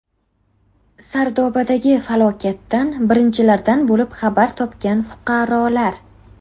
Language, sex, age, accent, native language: Uzbek, female, 18-24, Qashqadaryo, Uzbek